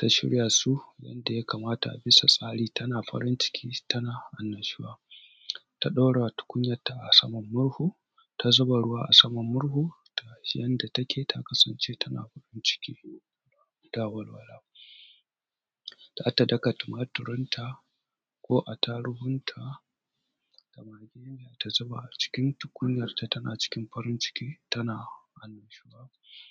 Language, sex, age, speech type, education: Hausa, male, 30-45, spontaneous, tertiary